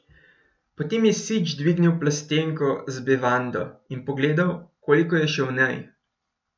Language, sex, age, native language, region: Slovenian, male, 18-29, Slovenian, Gorenjska region